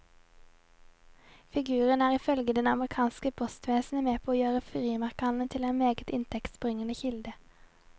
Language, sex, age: Norwegian, female, 22